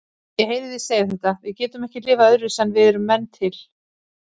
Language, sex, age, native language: Icelandic, female, 40-49, Icelandic